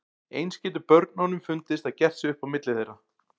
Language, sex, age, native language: Icelandic, male, 40-49, Icelandic